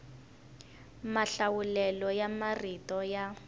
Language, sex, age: Tsonga, female, 19